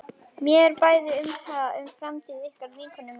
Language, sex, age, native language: Icelandic, female, 11, Icelandic